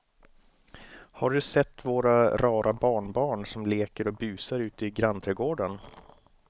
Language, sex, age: Swedish, male, 29